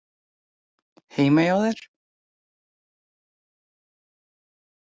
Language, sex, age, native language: Icelandic, female, 18-19, Icelandic